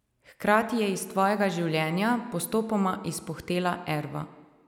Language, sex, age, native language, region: Slovenian, female, 30-49, Slovenian, Savinja region